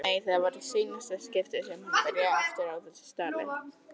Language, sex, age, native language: Icelandic, female, 30-39, Icelandic